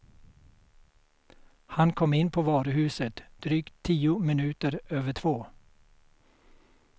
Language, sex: Swedish, male